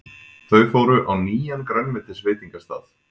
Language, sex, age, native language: Icelandic, male, 20-29, Icelandic